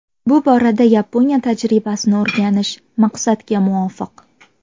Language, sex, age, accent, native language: Uzbek, female, 18-24, Farg'ona, Uzbek